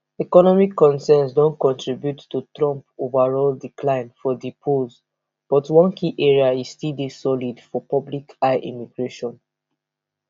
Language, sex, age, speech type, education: Nigerian Pidgin, female, 15-29, spontaneous, tertiary